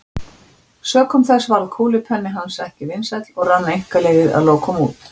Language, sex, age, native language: Icelandic, female, 60-69, Icelandic